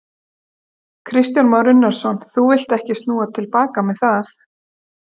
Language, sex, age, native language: Icelandic, female, 40-49, Icelandic